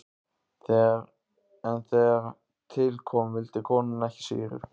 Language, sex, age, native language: Icelandic, male, 15, Icelandic